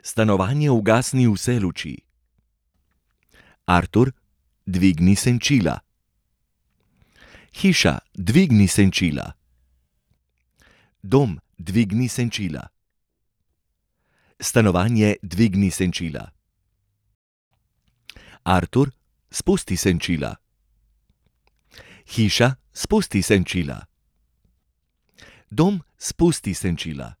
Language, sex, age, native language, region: Slovenian, male, 30-49, Slovenian, Gorenjska region